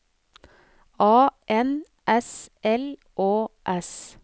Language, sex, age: Norwegian, female, 49